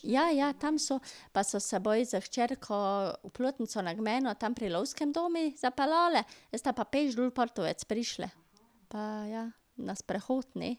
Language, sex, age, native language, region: Slovenian, female, 50-59, Slovenian, Drava region